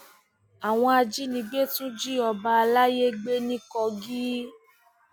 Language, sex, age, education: Yoruba, female, 30-45, tertiary